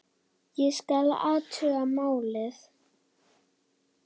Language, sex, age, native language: Icelandic, female, 9, Icelandic